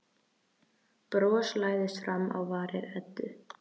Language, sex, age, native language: Icelandic, female, 13, Icelandic